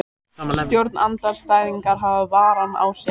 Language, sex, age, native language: Icelandic, female, 18-19, Icelandic